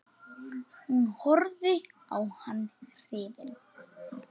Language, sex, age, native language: Icelandic, male, 8, Icelandic